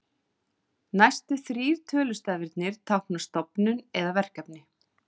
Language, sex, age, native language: Icelandic, female, 40-49, Icelandic